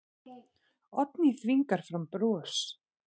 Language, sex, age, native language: Icelandic, male, 8, Icelandic